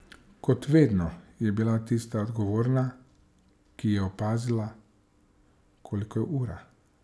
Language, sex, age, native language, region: Slovenian, male, 30-49, Slovenian, Savinja region